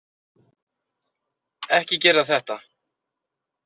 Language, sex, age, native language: Icelandic, male, 30-39, Icelandic